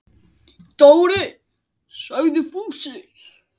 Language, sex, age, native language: Icelandic, male, 10, Icelandic